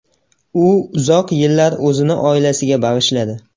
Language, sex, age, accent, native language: Uzbek, male, 18-24, Namangan, Uzbek